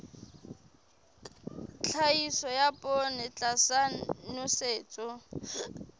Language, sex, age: Southern Sotho, female, 22